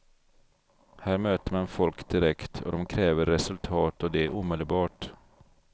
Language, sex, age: Swedish, male, 42